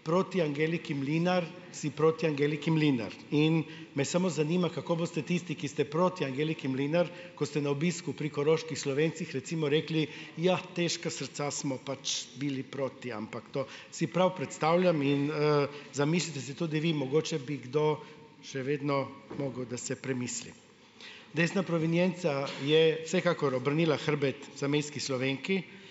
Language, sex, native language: Slovenian, male, Slovenian